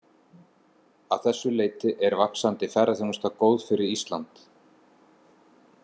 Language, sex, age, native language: Icelandic, male, 50-59, Icelandic